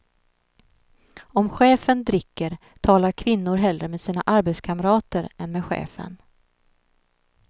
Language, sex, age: Swedish, female, 39